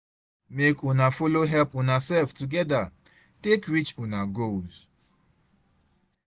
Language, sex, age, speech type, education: Nigerian Pidgin, male, 30-45, spontaneous, tertiary